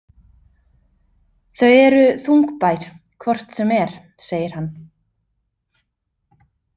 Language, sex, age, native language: Icelandic, female, 30-39, Icelandic